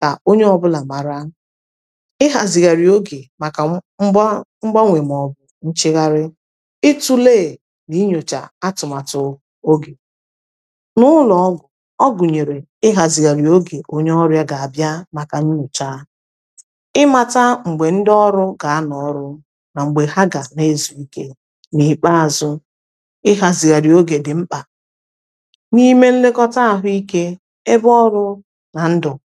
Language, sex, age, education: Igbo, female, 30-45, tertiary